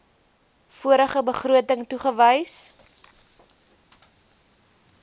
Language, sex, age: Afrikaans, female, 22